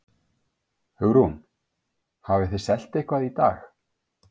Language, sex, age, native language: Icelandic, male, 50-59, Icelandic